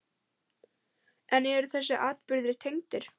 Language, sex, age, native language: Icelandic, female, 10, Icelandic